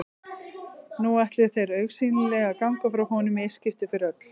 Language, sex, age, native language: Icelandic, female, 40-49, Icelandic